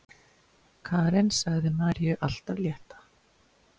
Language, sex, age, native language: Icelandic, female, 60-69, Icelandic